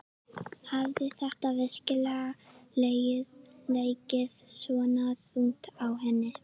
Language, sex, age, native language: Icelandic, female, 11, Icelandic